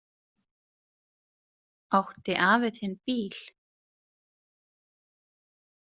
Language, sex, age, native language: Icelandic, female, 30-39, Icelandic